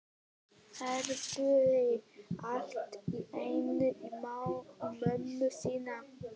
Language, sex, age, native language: Icelandic, male, 11, Icelandic